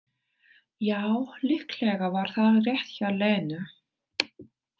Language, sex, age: Icelandic, female, 30-39